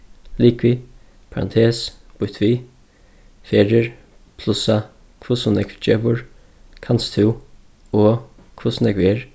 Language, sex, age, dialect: Faroese, male, 15-35, Suðurstreymoy